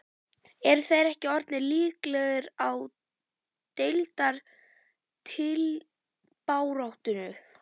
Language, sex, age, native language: Icelandic, female, 11, Icelandic